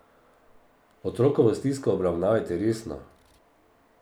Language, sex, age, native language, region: Slovenian, male, 50-59, Slovenian, Drava region